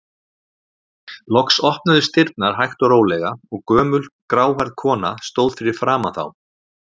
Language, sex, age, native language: Icelandic, male, 40-49, Icelandic